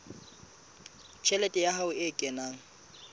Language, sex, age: Southern Sotho, male, 25